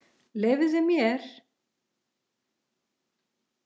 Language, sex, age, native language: Icelandic, female, 40-49, Icelandic